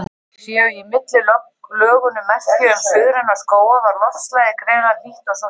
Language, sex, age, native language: Icelandic, female, 30-39, Icelandic